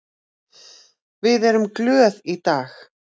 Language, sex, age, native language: Icelandic, female, 40-49, Icelandic